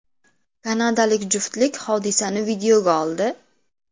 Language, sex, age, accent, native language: Uzbek, female, under 19, Namangan, Uzbek